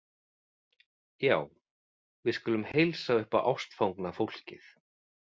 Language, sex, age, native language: Icelandic, male, 40-49, Icelandic